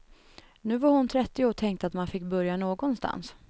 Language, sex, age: Swedish, female, 21